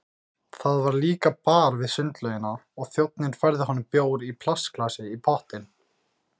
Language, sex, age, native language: Icelandic, male, 18-19, Icelandic